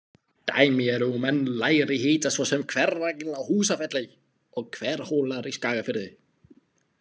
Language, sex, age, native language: Icelandic, male, 20-29, Slovak